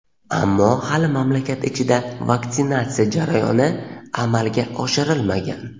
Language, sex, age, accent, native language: Uzbek, male, 18-24, Toshkent viloyati, Uzbek